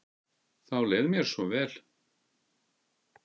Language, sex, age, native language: Icelandic, male, 50-59, Icelandic